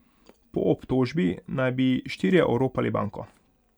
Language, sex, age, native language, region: Slovenian, male, 18-29, Hungarian, Pomurje region